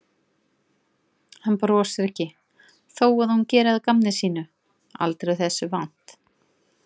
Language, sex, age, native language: Icelandic, female, 40-49, Icelandic